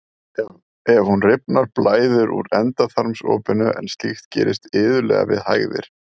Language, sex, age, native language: Icelandic, male, 30-39, Icelandic